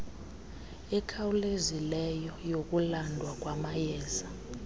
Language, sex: Xhosa, female